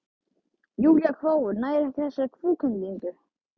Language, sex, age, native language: Icelandic, male, 12, Icelandic